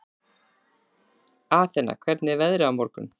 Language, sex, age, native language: Icelandic, female, 40-49, Icelandic